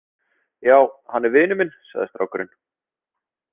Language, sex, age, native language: Icelandic, male, 30-39, Icelandic